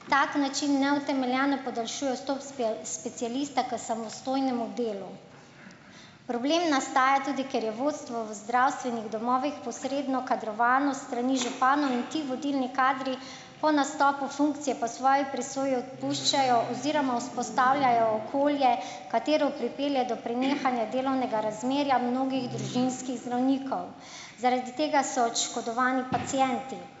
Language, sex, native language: Slovenian, female, Slovenian